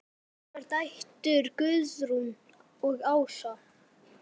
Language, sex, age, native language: Icelandic, male, 10, Icelandic